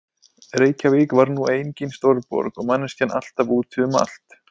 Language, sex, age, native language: Icelandic, male, 20-29, Icelandic